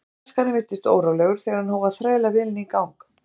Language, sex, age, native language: Icelandic, female, 40-49, Icelandic